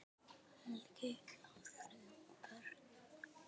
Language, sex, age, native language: Icelandic, female, 10, Icelandic